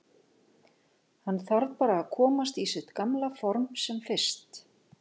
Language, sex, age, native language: Icelandic, female, 50-59, Icelandic